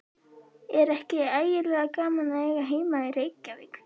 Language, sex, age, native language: Icelandic, female, 11, Icelandic